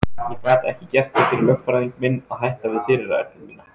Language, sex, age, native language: Icelandic, male, 20-29, Icelandic